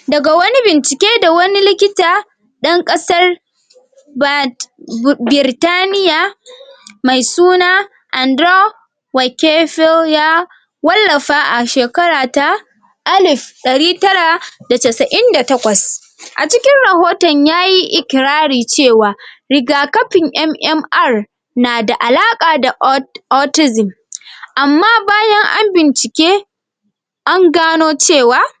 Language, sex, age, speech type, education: Hausa, female, 46-60, spontaneous, secondary